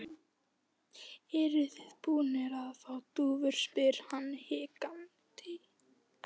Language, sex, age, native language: Icelandic, female, 13, Icelandic